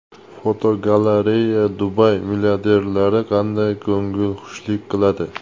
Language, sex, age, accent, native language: Uzbek, male, 18-24, Andijon, Uzbek